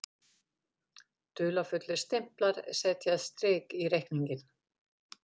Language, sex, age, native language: Icelandic, female, 50-59, Icelandic